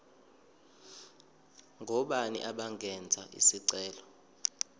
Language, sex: Zulu, male